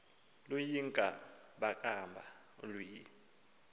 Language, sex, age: Xhosa, male, 19